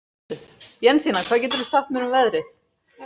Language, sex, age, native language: Icelandic, female, 30-39, Icelandic